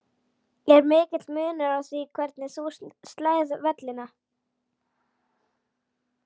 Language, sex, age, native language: Icelandic, female, 11, Icelandic